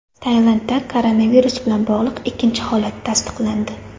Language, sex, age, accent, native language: Uzbek, female, 18-24, Surxondaryo, Uzbek